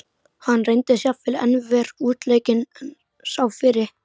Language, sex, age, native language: Icelandic, male, 12, Icelandic